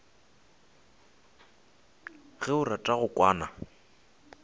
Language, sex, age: Northern Sotho, male, 20